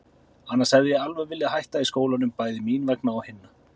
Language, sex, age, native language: Icelandic, male, 30-39, Icelandic